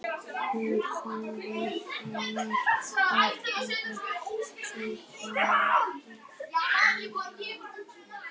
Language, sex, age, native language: Icelandic, male, 18-19, Icelandic